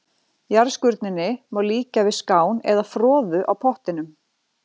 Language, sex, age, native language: Icelandic, female, 40-49, Icelandic